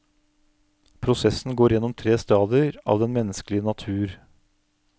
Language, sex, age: Norwegian, male, 49